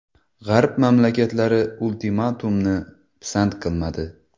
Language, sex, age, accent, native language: Uzbek, male, 19-29, Xorazm, Uzbek